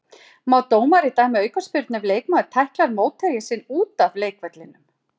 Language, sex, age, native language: Icelandic, female, 40-49, Icelandic